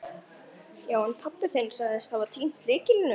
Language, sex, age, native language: Icelandic, male, 11, Icelandic